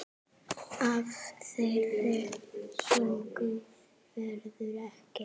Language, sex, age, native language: Icelandic, female, 7, Icelandic